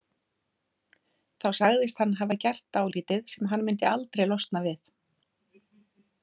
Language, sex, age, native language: Icelandic, female, 30-39, Icelandic